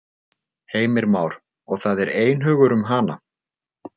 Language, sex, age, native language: Icelandic, male, 40-49, Icelandic